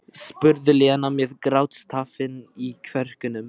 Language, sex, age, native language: Icelandic, male, 12, Icelandic